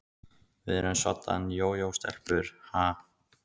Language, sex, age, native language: Icelandic, male, 15, Icelandic